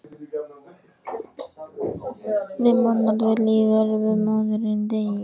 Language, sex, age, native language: Icelandic, female, 14, Icelandic